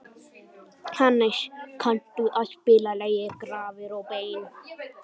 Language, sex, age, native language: Icelandic, male, 11, Icelandic